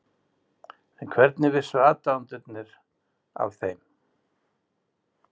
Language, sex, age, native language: Icelandic, male, 60-69, Icelandic